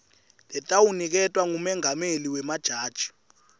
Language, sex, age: Swati, male, 19